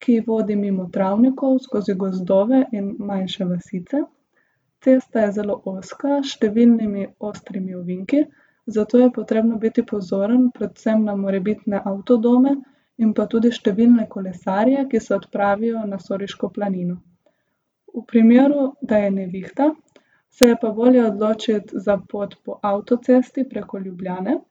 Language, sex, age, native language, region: Slovenian, female, 18-29, Slovenian, Gorica region